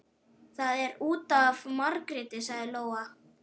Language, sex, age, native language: Icelandic, male, 11, Icelandic